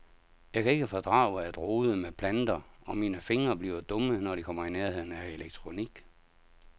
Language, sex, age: Danish, male, 57